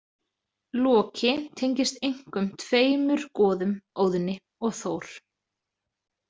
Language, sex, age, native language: Icelandic, female, 30-39, Icelandic